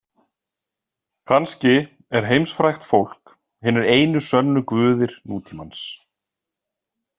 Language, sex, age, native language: Icelandic, male, 40-49, Icelandic